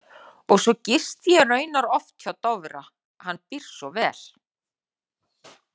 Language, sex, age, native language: Icelandic, female, 40-49, Icelandic